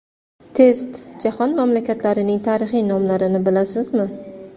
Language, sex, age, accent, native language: Uzbek, female, 35+, Toshkent shahri, Uzbek